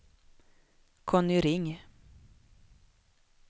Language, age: Swedish, 21